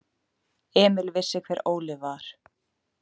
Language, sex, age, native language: Icelandic, female, 20-29, Icelandic